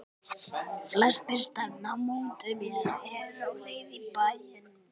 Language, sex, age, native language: Icelandic, male, 12, Icelandic